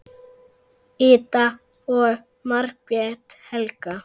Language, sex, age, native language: Icelandic, female, 10, Icelandic